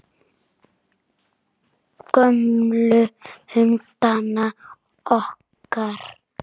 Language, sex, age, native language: Icelandic, female, 6, Icelandic